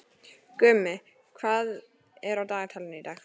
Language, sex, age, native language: Icelandic, female, 13, Icelandic